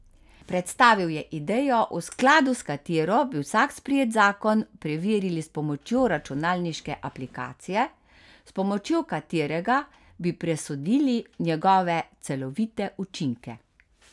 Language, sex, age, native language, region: Slovenian, female, 50-59, Slovenian, Carinthia region